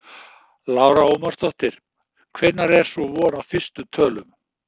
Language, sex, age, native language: Icelandic, male, 60-69, Icelandic